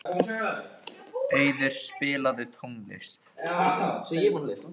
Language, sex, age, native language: Icelandic, male, 15, Icelandic